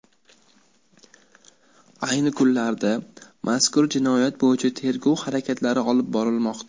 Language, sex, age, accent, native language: Uzbek, male, under 19, Toshkent shahri, Uzbek